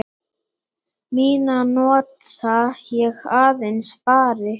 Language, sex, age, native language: Icelandic, male, 8, Icelandic